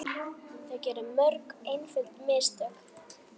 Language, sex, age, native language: Icelandic, female, 9, Icelandic